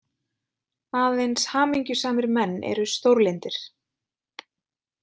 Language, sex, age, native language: Icelandic, female, 20-29, Icelandic